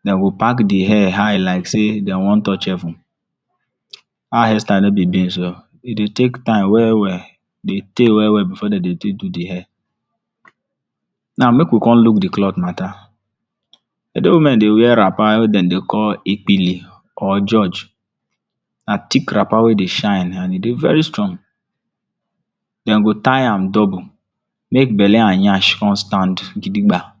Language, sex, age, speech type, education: Nigerian Pidgin, male, 46-60, spontaneous, tertiary